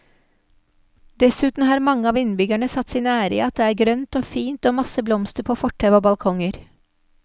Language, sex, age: Norwegian, female, 46